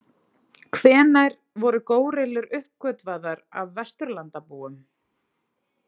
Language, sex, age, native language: Icelandic, female, 30-39, Icelandic